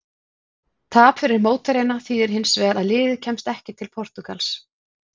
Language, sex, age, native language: Icelandic, female, 40-49, Icelandic